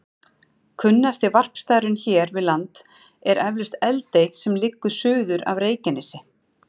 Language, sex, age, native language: Icelandic, female, 40-49, Icelandic